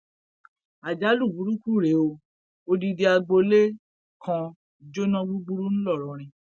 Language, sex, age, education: Yoruba, female, 46-60, tertiary